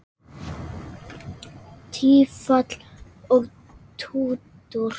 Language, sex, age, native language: Icelandic, female, 8, Icelandic